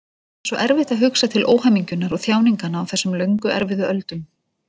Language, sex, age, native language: Icelandic, female, 40-49, Icelandic